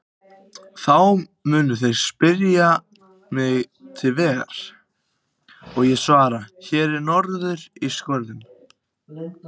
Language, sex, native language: Icelandic, other, Icelandic